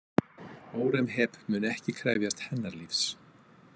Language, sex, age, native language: Icelandic, male, 50-59, Icelandic